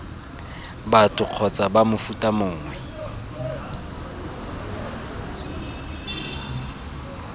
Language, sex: Tswana, male